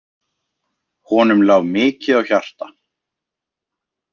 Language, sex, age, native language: Icelandic, male, 20-29, Icelandic